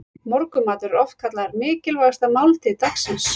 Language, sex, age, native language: Icelandic, female, 40-49, Icelandic